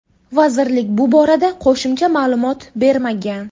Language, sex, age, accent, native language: Uzbek, female, 18-24, Buxoro, Uzbek